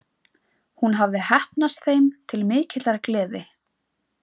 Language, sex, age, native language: Icelandic, female, 20-29, Icelandic